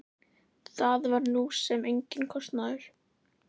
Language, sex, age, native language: Icelandic, female, 11, Icelandic